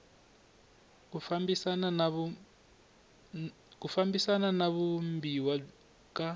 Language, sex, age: Tsonga, male, 21